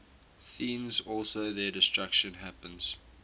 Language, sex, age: English, male, 18